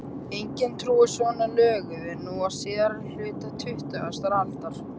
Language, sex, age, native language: Icelandic, male, 13, Icelandic